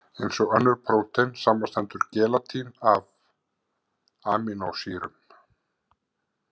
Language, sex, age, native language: Icelandic, male, 50-59, Icelandic